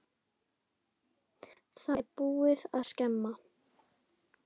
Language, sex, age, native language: Icelandic, female, 10, Icelandic